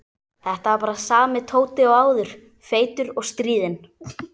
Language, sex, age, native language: Icelandic, female, 12, Icelandic